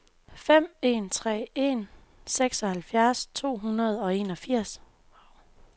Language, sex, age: Danish, female, 24